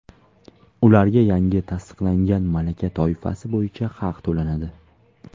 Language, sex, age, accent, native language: Uzbek, male, 19-29, Farg'ona, Uzbek